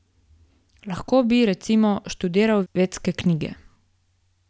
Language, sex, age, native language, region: Slovenian, female, 18-29, Slovenian, Gorica region